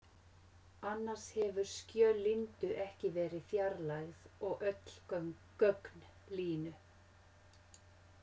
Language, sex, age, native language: Icelandic, female, 50-59, Finnish